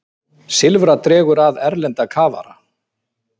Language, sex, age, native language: Icelandic, male, 50-59, Icelandic